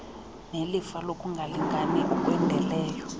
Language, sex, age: Xhosa, female, 35